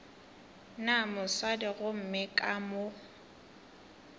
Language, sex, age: Northern Sotho, female, 18